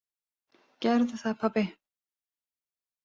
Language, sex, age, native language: Icelandic, female, 30-39, Icelandic